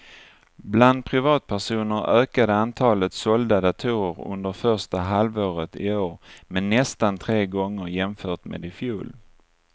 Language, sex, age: Swedish, male, 49